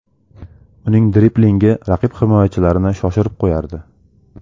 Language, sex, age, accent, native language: Uzbek, male, 18-24, Samarqand, Uzbek